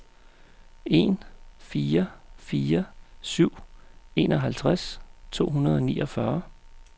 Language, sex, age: Danish, male, 35